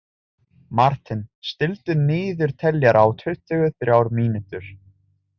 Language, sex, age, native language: Icelandic, male, 20-29, Italian